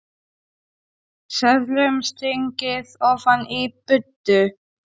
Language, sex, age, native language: Icelandic, male, 8, Polish